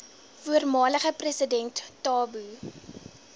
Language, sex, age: Afrikaans, female, 20